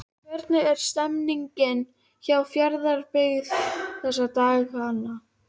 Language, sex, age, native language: Icelandic, female, 12, Icelandic